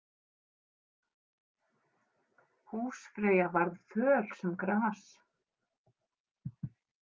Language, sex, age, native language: Icelandic, female, 50-59, Icelandic